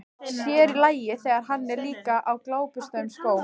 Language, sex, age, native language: Icelandic, female, 15, Icelandic